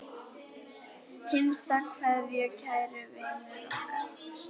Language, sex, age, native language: Icelandic, female, 10, Icelandic